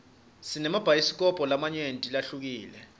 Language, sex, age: Swati, male, 25